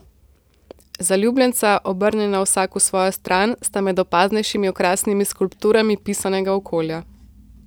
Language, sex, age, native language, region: Slovenian, female, 18-29, Slovenian, Central Slovenia